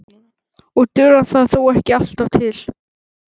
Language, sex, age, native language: Icelandic, female, 11, Icelandic